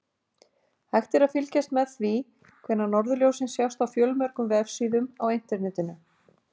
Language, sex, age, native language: Icelandic, female, 50-59, Icelandic